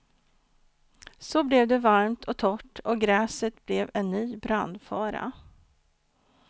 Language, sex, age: Swedish, female, 49